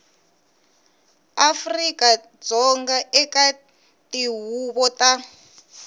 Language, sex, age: Tsonga, female, 19